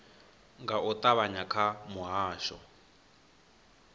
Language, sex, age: Venda, male, 21